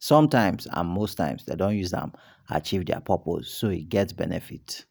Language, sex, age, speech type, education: Nigerian Pidgin, male, 30-45, spontaneous, tertiary